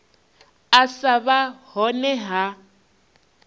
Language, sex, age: Venda, female, 21